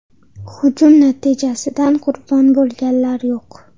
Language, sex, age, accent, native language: Uzbek, female, 12-17, Andijon, Uzbek